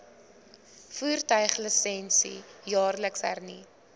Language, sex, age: Afrikaans, female, 20